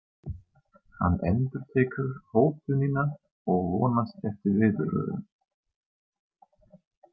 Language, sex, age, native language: Icelandic, male, 30-39, German